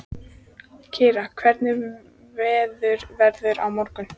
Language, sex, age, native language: Icelandic, female, 14, Icelandic